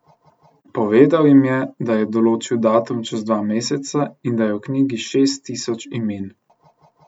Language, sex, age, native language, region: Slovenian, male, 18-29, Slovenian, Central Slovenia